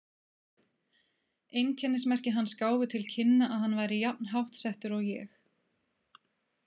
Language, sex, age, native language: Icelandic, female, 30-39, Icelandic